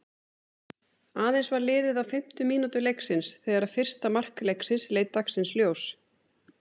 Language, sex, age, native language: Icelandic, female, 30-39, Icelandic